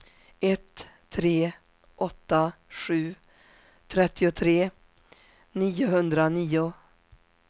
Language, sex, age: Swedish, female, 47